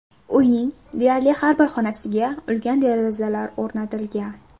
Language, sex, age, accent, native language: Uzbek, female, under 19, Farg'ona, Uzbek